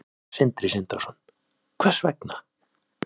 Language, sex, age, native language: Icelandic, male, 20-29, Icelandic